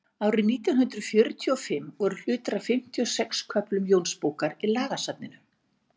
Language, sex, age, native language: Icelandic, female, 60-69, Icelandic